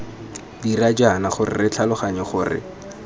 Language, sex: Tswana, male